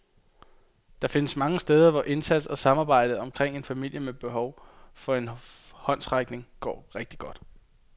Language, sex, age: Danish, male, 22